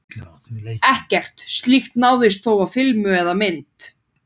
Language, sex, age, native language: Icelandic, female, 30-39, Icelandic